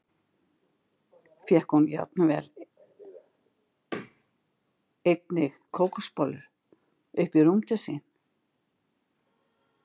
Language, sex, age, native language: Icelandic, female, 60-69, Icelandic